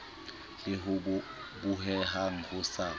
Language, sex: Southern Sotho, male